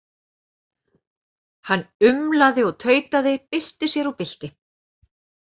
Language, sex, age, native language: Icelandic, female, 40-49, Icelandic